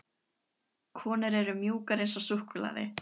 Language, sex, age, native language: Icelandic, female, 13, Icelandic